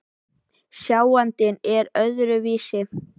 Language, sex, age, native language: Icelandic, male, 12, Icelandic